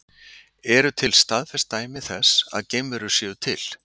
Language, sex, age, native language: Icelandic, male, 60-69, Icelandic